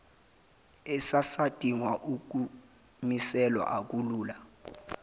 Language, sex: Zulu, male